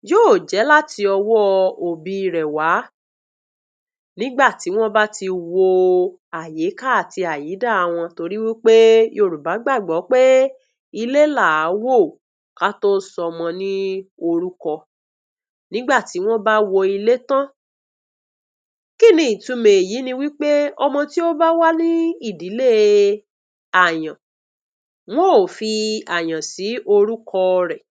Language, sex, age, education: Yoruba, female, 46-60, tertiary